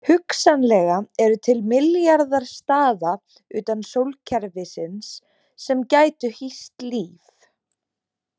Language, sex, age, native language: Icelandic, female, 20-29, Icelandic